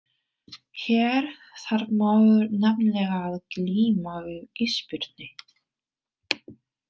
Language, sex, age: Icelandic, female, 30-39